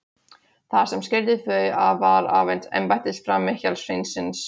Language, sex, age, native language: Icelandic, female, 16, Polish